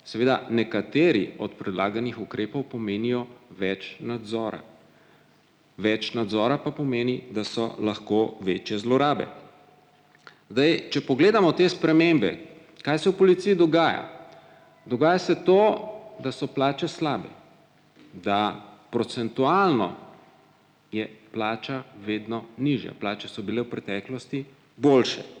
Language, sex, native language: Slovenian, male, Slovenian